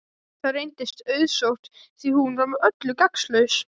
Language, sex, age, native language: Icelandic, male, 12, Icelandic